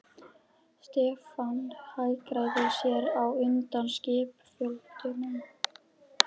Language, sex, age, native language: Icelandic, female, 12, Icelandic